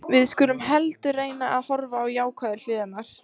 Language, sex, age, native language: Icelandic, female, 14, Icelandic